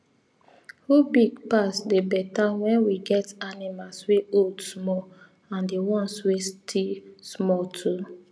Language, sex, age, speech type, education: Nigerian Pidgin, female, 30-45, spontaneous, tertiary